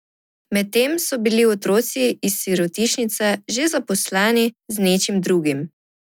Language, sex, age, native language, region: Slovenian, female, 18-29, Slovenian, Drava region